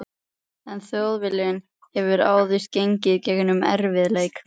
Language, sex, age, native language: Icelandic, female, 11, Icelandic